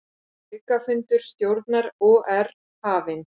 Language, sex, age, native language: Icelandic, female, 40-49, Icelandic